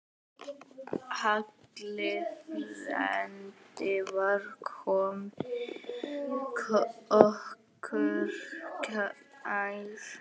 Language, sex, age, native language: Icelandic, male, 9, Icelandic